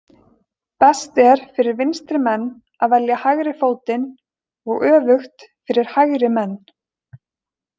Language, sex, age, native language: Icelandic, female, 20-29, Icelandic